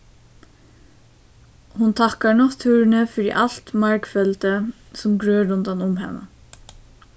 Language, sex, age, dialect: Faroese, female, 15-35, Suðurstreymoy